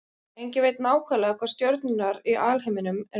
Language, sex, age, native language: Icelandic, female, 30-39, Icelandic